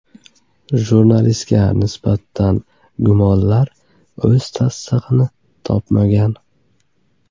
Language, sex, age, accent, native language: Uzbek, male, 18-24, Buxoro, Uzbek